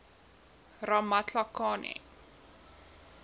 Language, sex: Afrikaans, female